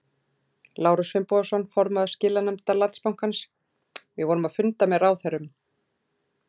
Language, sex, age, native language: Icelandic, female, 40-49, Icelandic